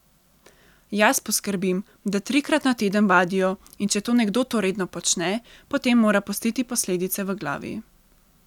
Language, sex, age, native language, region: Slovenian, female, 18-29, Slovenian, Central Slovenia